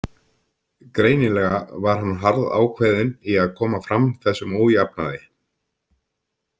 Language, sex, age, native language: Icelandic, male, 50-59, Icelandic